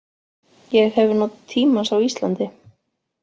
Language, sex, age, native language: Icelandic, female, 40-49, Icelandic